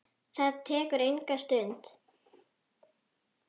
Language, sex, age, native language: Icelandic, female, 9, Icelandic